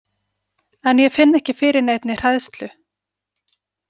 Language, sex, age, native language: Icelandic, female, 40-49, Icelandic